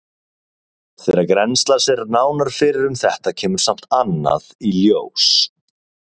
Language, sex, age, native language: Icelandic, male, 30-39, Icelandic